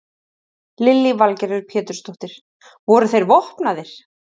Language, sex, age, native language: Icelandic, female, 30-39, Icelandic